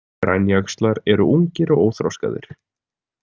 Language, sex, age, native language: Icelandic, male, 20-29, Icelandic